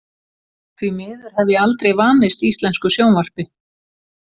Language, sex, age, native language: Icelandic, female, 40-49, Icelandic